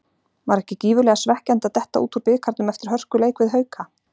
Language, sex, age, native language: Icelandic, female, 40-49, Icelandic